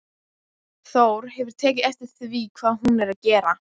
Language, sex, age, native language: Icelandic, other, 12, Icelandic